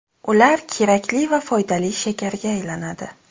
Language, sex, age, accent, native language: Uzbek, female, 19-29, Xorazm, Uzbek